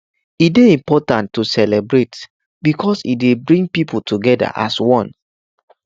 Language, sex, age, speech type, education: Nigerian Pidgin, male, 15-29, spontaneous, tertiary